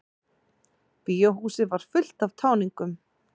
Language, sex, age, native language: Icelandic, female, 40-49, Icelandic